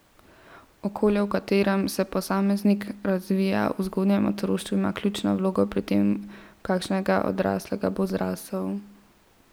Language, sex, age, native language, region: Slovenian, female, 12-17, Slovenian, Central Slovenia